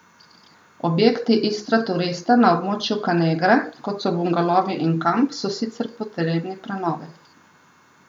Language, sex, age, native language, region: Slovenian, female, 30-49, Slovenian, Southeast Slovenia